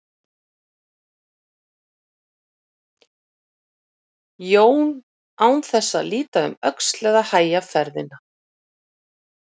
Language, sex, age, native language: Icelandic, female, 50-59, Icelandic